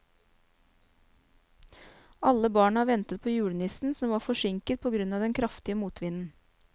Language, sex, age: Norwegian, female, 29